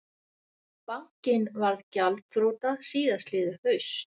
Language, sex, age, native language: Icelandic, female, 60-69, Icelandic